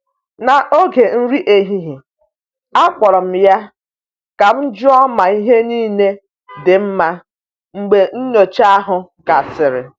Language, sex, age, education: Igbo, female, 30-45, tertiary